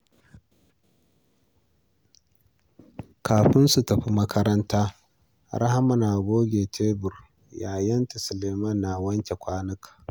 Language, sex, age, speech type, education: Hausa, male, 46-60, read, primary